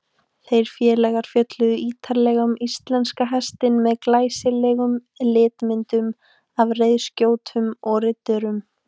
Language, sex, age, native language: Icelandic, female, 18-19, Icelandic